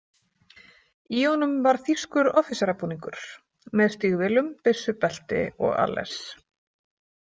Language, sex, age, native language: Icelandic, female, 40-49, Icelandic